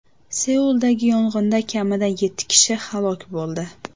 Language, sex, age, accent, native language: Uzbek, female, 18-24, Namangan, Uzbek